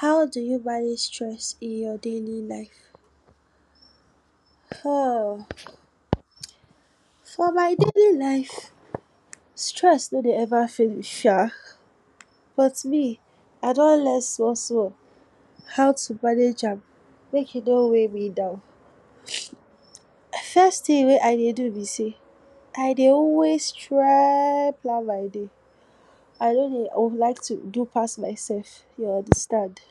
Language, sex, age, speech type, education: Nigerian Pidgin, female, 46-60, spontaneous, tertiary